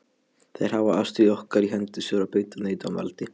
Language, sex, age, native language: Icelandic, male, 12, Polish